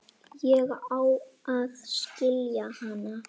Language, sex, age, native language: Icelandic, female, 8, Icelandic